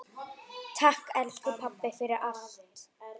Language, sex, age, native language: Icelandic, female, 9, Icelandic